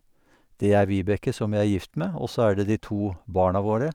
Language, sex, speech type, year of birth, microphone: Norwegian, male, spontaneous, 1952, Sennheiser